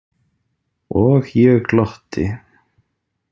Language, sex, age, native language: Icelandic, male, 30-39, Icelandic